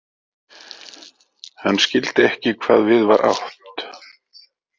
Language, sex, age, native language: Icelandic, male, 40-49, Icelandic